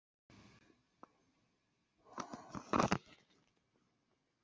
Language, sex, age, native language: Icelandic, female, 14, Icelandic